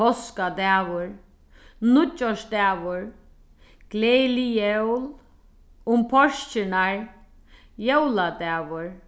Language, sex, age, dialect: Faroese, female, 36-60, Sandoy